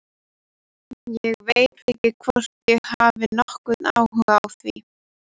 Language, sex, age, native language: Icelandic, female, 12, Icelandic